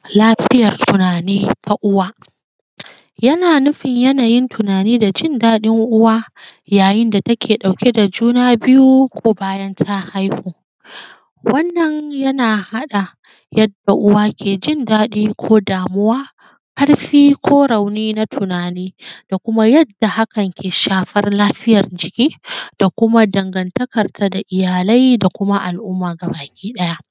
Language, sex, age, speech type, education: Hausa, female, 15-29, spontaneous, secondary